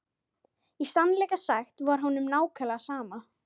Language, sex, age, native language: Icelandic, female, 12, Icelandic